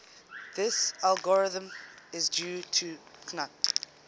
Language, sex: English, female